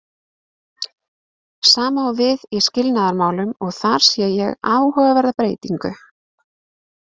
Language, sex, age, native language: Icelandic, female, 20-29, Icelandic